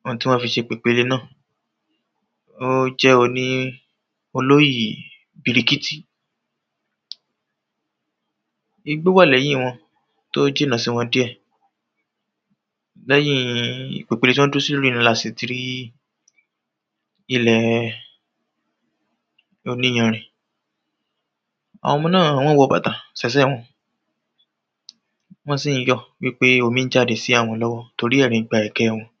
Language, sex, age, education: Yoruba, male, 30-45, tertiary